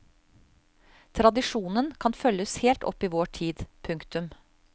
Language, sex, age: Norwegian, female, 35